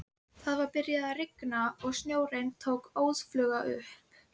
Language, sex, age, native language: Icelandic, female, 11, Icelandic